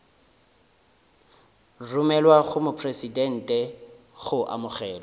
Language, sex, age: Northern Sotho, male, 30